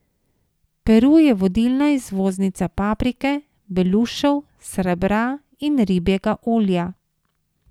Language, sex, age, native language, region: Slovenian, female, 50-59, Slovenian, Savinja region